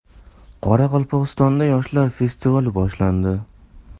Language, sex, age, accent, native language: Uzbek, male, 18-24, Navoiy, Uzbek